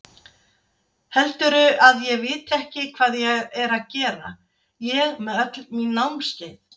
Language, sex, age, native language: Icelandic, female, 60-69, Icelandic